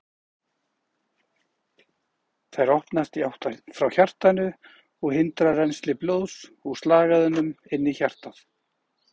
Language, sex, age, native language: Icelandic, male, 40-49, Icelandic